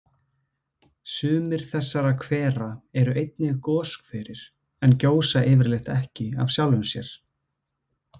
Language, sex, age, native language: Icelandic, male, 20-29, Icelandic